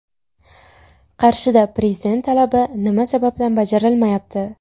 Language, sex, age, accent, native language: Uzbek, female, 18-24, Buxoro, Uzbek